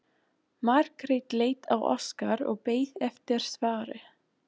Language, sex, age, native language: Icelandic, female, 20-29, German